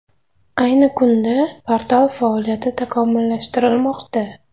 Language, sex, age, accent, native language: Uzbek, female, 25-34, Toshkent shahri, Uzbek